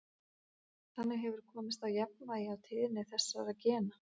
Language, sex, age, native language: Icelandic, female, 40-49, Icelandic